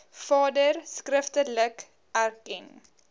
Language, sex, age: Afrikaans, female, 20